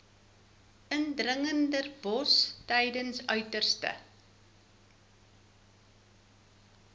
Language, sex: Afrikaans, female